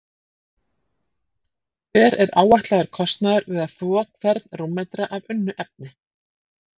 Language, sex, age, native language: Icelandic, female, 40-49, Icelandic